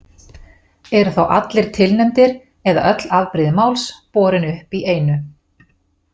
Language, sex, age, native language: Icelandic, female, 40-49, Icelandic